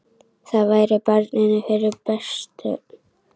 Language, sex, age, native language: Icelandic, female, 10, Icelandic